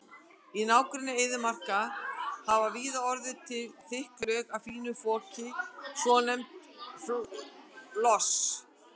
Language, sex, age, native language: Icelandic, female, 60-69, Icelandic